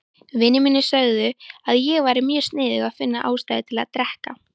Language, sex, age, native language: Icelandic, female, 18-19, Icelandic